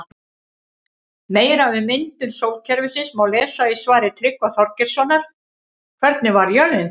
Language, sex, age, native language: Icelandic, female, 50-59, Icelandic